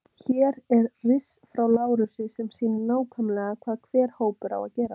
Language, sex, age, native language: Icelandic, female, 18-19, Icelandic